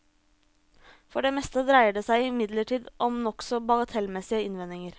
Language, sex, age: Norwegian, female, 26